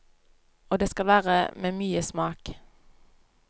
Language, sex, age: Norwegian, female, 25